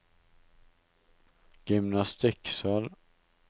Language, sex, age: Norwegian, male, 19